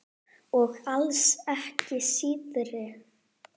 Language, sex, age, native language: Icelandic, female, 9, Icelandic